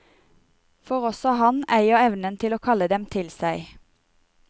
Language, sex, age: Norwegian, female, 28